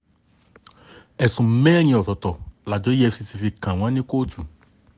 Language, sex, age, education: Yoruba, male, 30-45, tertiary